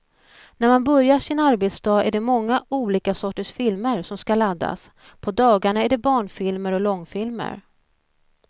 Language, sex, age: Swedish, female, 41